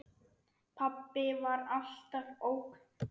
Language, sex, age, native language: Icelandic, male, 9, Icelandic